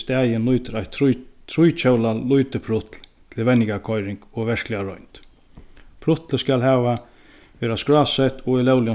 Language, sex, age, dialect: Faroese, male, 36-60, Sandoy